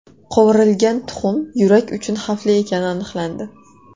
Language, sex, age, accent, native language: Uzbek, female, 18-24, Toshkent shahri, Uzbek